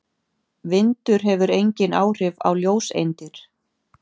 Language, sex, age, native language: Icelandic, female, 50-59, Icelandic